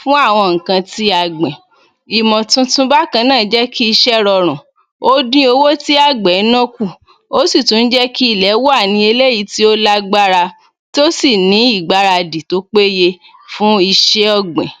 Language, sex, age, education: Yoruba, female, 30-45, tertiary